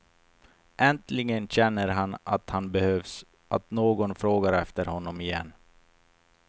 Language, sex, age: Swedish, male, 28